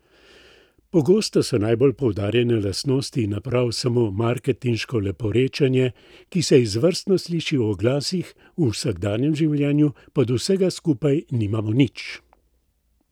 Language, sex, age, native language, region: Slovenian, male, 60+, Slovenian, Central Slovenia